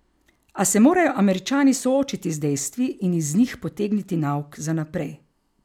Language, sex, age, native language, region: Slovenian, female, 50-59, Slovenian, Carinthia region